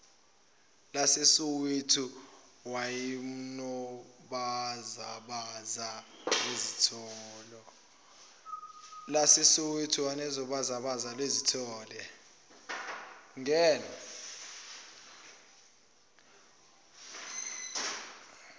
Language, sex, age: Zulu, male, 24